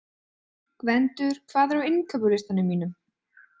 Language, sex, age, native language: Icelandic, female, 20-29, Icelandic